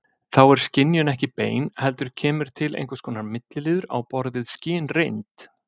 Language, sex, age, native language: Icelandic, male, 50-59, Icelandic